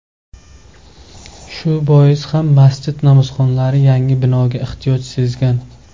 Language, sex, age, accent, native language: Uzbek, male, 19-29, Surxondaryo, Uzbek